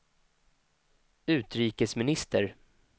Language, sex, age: Swedish, male, 25